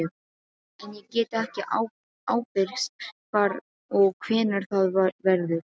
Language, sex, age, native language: Icelandic, female, 12, Serbo-Croatian